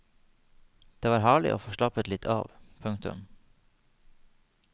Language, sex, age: Norwegian, male, 30